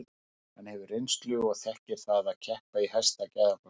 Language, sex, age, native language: Icelandic, male, 50-59, Icelandic